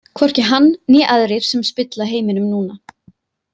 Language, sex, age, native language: Icelandic, female, 20-29, Icelandic